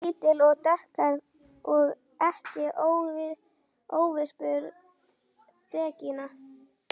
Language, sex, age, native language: Icelandic, female, 11, Icelandic